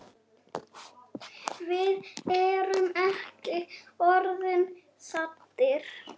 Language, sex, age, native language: Icelandic, male, 6, Icelandic